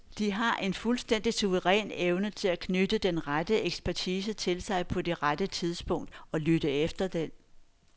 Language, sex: Danish, female